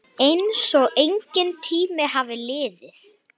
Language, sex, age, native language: Icelandic, female, 9, Icelandic